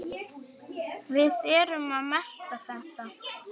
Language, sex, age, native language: Icelandic, female, 9, Icelandic